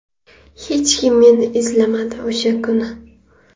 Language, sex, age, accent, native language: Uzbek, female, 18-24, Navoiy, Uzbek